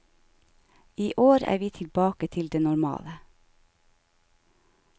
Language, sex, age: Norwegian, female, 49